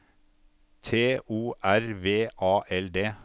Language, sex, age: Norwegian, male, 52